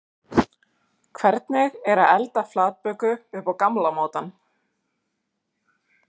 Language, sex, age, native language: Icelandic, female, 30-39, Icelandic